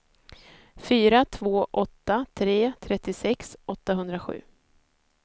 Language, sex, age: Swedish, female, 30